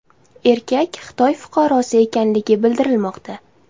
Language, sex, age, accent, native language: Uzbek, female, 19-29, Toshkent shahri, Uzbek